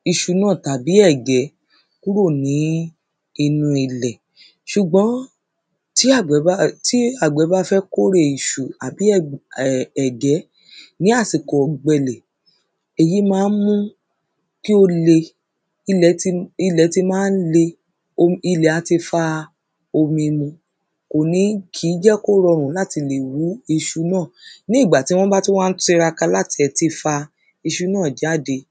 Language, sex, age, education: Yoruba, female, 30-45, secondary